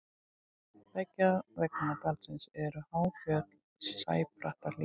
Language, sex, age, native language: Icelandic, female, 60-69, Icelandic